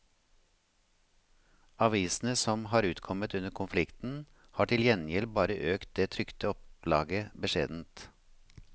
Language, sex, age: Norwegian, male, 53